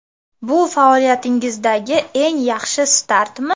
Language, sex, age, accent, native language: Uzbek, female, 18-24, Farg'ona, Uzbek